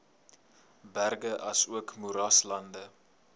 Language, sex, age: Afrikaans, male, 21